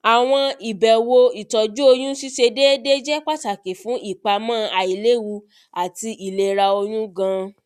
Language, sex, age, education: Yoruba, female, 30-45, tertiary